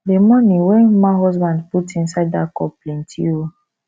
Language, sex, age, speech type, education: Nigerian Pidgin, female, 15-29, spontaneous, tertiary